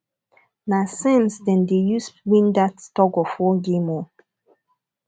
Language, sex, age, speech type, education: Nigerian Pidgin, female, 15-29, spontaneous, tertiary